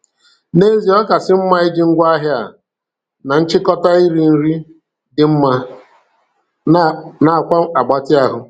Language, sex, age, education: Igbo, male, 46-60, tertiary